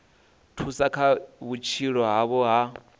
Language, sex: Venda, male